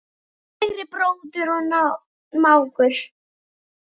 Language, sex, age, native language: Icelandic, female, 10, Icelandic